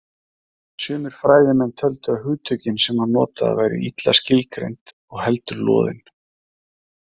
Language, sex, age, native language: Icelandic, male, 30-39, Icelandic